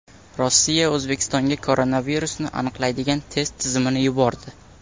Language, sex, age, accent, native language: Uzbek, male, 18-24, Samarqand, Uzbek